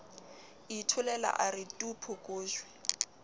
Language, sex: Southern Sotho, female